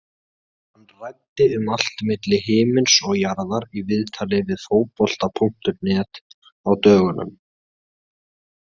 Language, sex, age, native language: Icelandic, male, 20-29, Icelandic